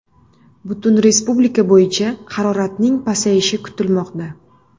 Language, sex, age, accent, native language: Uzbek, female, 25-34, Namangan, Uzbek